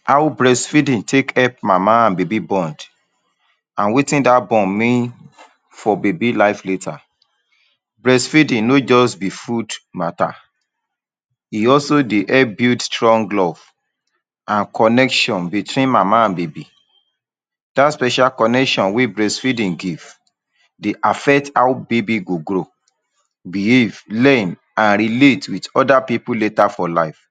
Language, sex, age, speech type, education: Nigerian Pidgin, male, 30-45, spontaneous, tertiary